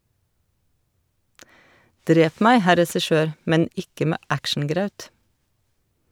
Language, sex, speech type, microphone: Norwegian, female, read, Shure